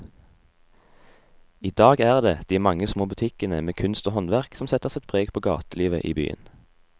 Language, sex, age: Norwegian, male, 18